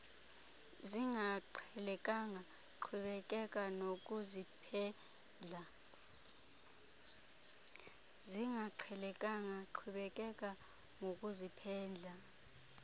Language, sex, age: Xhosa, female, 26